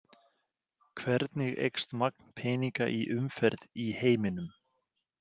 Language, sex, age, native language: Icelandic, male, 40-49, Icelandic